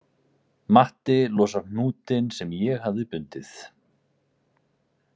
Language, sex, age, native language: Icelandic, male, 40-49, Icelandic